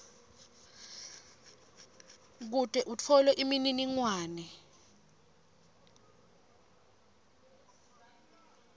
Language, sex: Swati, female